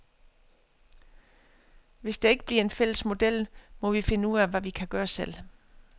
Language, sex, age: Danish, female, 50